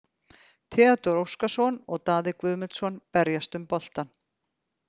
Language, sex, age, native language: Icelandic, female, 50-59, Icelandic